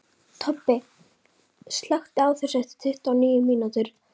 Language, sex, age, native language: Icelandic, female, 11, Icelandic